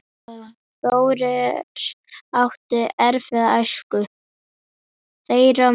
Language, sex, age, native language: Icelandic, female, 10, Icelandic